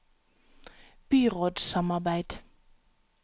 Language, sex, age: Norwegian, female, 37